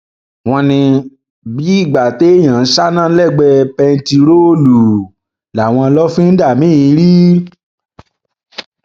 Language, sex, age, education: Yoruba, male, 30-45, tertiary